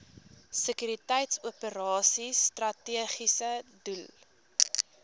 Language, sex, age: Afrikaans, female, 18